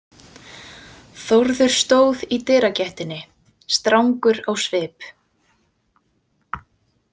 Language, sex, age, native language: Icelandic, female, 18-19, Icelandic